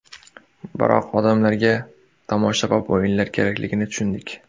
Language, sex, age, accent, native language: Uzbek, male, 18-24, Surxondaryo, Uzbek